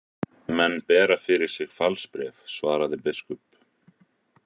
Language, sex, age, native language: Icelandic, male, 40-49, Icelandic